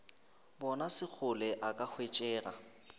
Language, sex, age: Northern Sotho, male, 23